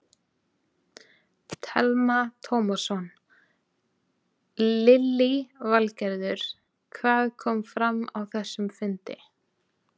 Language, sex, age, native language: Icelandic, female, 20-29, Icelandic